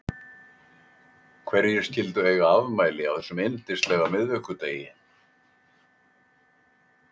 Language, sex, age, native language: Icelandic, male, 80-89, Icelandic